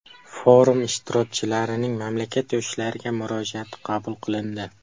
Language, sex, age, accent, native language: Uzbek, male, 12-17, Qashqadaryo, Uzbek